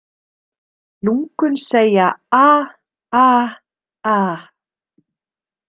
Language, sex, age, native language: Icelandic, female, 30-39, Icelandic